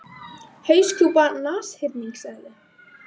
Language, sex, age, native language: Icelandic, female, 18-19, Icelandic